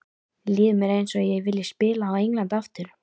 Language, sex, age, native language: Icelandic, female, 13, Icelandic